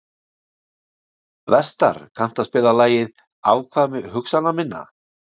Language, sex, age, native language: Icelandic, male, 60-69, Icelandic